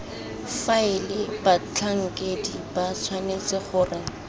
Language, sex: Tswana, female